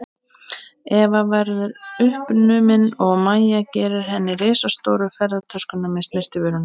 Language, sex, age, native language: Icelandic, female, 20-29, Icelandic